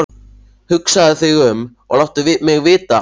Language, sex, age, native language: Icelandic, male, 14, Icelandic